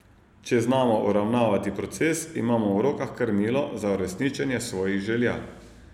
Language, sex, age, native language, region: Slovenian, male, 30-49, Slovenian, Savinja region